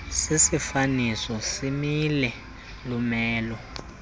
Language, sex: Xhosa, male